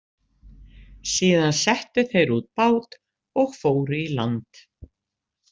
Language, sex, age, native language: Icelandic, female, 60-69, Icelandic